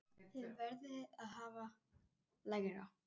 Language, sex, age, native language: Icelandic, male, 10, Icelandic